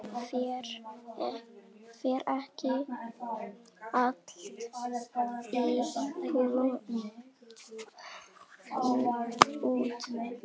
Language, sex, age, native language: Icelandic, female, 10, Icelandic